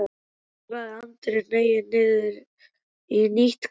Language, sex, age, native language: Icelandic, male, 12, Icelandic